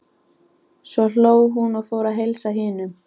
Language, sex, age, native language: Icelandic, female, 14, Icelandic